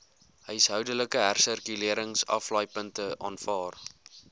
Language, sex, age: Afrikaans, male, 20